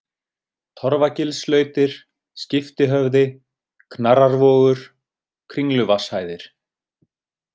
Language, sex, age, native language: Icelandic, male, 30-39, Icelandic